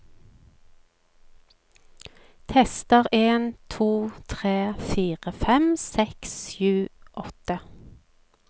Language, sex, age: Norwegian, female, 45